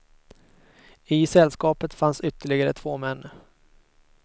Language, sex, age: Swedish, male, 22